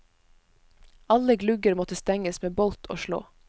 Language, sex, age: Norwegian, female, 22